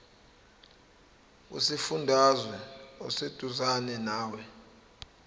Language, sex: Zulu, male